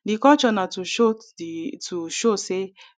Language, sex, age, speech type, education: Nigerian Pidgin, female, 30-45, spontaneous, tertiary